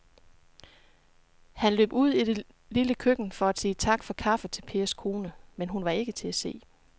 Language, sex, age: Danish, female, 36